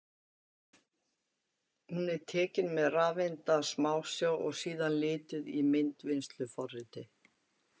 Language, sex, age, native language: Icelandic, female, 50-59, Icelandic